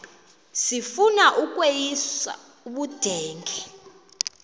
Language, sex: Xhosa, female